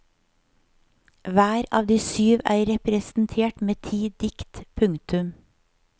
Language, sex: Norwegian, female